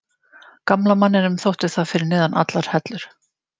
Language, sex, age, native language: Icelandic, female, 50-59, Icelandic